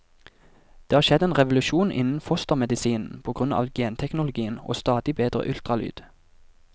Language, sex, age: Norwegian, male, 24